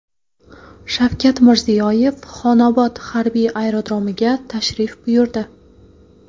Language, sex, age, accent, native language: Uzbek, female, 18-24, Qoraqalpog'iston, Karakalpak